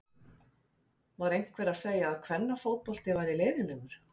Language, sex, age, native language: Icelandic, female, 50-59, Icelandic